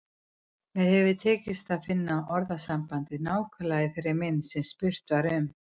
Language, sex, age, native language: Icelandic, female, 50-59, Icelandic